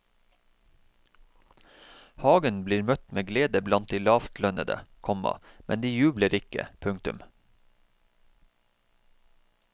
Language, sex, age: Norwegian, male, 31